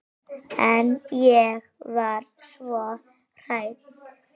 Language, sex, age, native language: Icelandic, female, 6, Icelandic